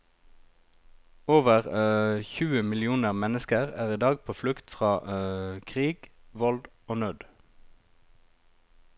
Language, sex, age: Norwegian, male, 36